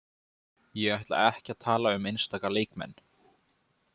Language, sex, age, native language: Icelandic, male, 20-29, Icelandic